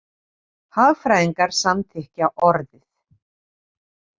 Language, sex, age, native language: Icelandic, female, 50-59, Icelandic